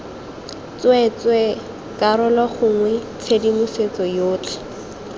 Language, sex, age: Tswana, female, 23